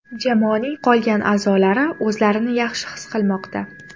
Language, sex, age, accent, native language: Uzbek, female, 18-24, Toshkent shahri, Uzbek